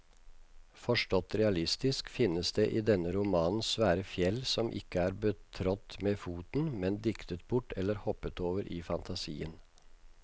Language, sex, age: Norwegian, male, 56